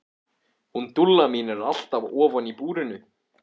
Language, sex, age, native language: Icelandic, male, 14, Icelandic